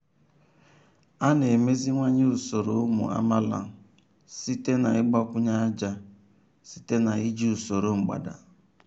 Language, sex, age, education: Igbo, male, 30-45, tertiary